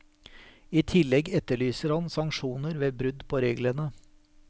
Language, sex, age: Norwegian, male, 43